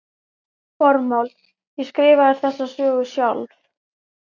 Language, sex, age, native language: Icelandic, female, 11, Icelandic